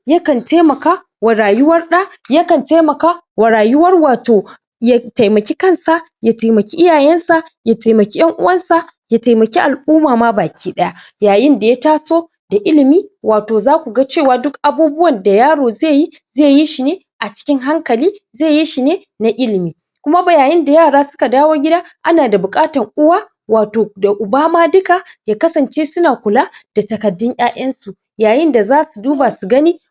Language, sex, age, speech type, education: Hausa, male, 15-29, spontaneous, secondary